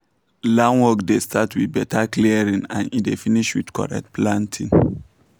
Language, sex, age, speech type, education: Nigerian Pidgin, male, 15-29, spontaneous, tertiary